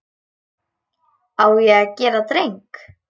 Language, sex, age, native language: Icelandic, female, 10, Icelandic